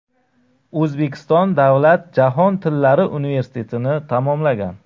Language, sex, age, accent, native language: Uzbek, male, 35+, Qashqadaryo, Uzbek